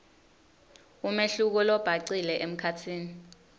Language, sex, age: Swati, female, 19